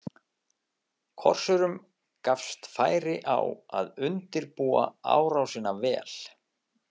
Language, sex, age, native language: Icelandic, male, 50-59, Icelandic